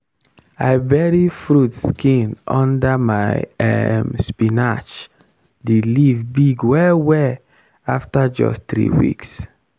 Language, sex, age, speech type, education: Nigerian Pidgin, male, 15-29, spontaneous, tertiary